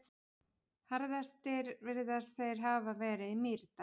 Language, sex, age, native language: Icelandic, female, 40-49, Icelandic